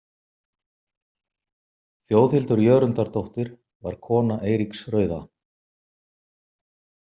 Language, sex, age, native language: Icelandic, male, 50-59, Icelandic